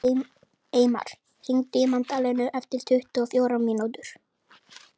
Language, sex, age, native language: Icelandic, female, 30-39, Icelandic